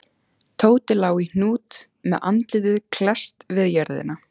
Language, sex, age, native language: Icelandic, female, 14, Icelandic